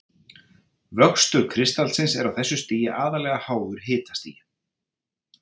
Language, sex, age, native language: Icelandic, male, 30-39, Icelandic